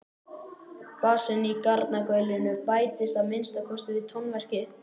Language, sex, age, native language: Icelandic, male, 11, Icelandic